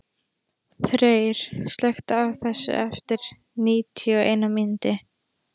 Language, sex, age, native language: Icelandic, female, 13, Icelandic